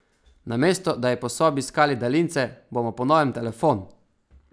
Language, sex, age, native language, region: Slovenian, male, 18-29, Slovenian, Savinja region